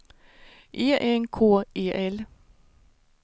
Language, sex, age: Swedish, female, 49